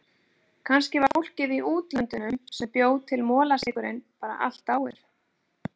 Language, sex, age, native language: Icelandic, female, 40-49, Icelandic